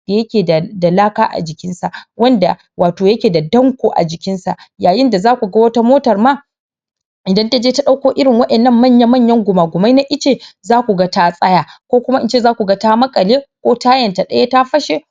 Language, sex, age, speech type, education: Hausa, male, 15-29, spontaneous, primary